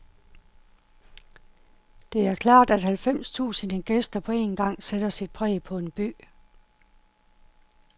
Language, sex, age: Danish, female, 51